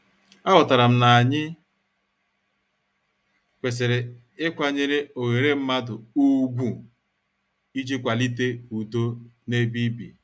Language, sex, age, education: Igbo, male, 46-60, tertiary